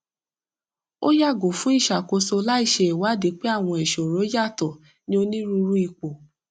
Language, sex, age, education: Yoruba, female, 15-29, tertiary